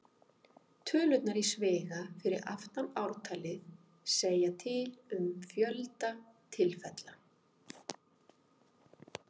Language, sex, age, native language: Icelandic, female, 50-59, Icelandic